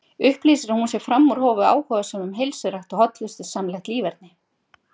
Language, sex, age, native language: Icelandic, female, 50-59, Icelandic